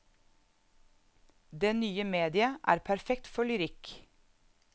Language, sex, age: Norwegian, female, 34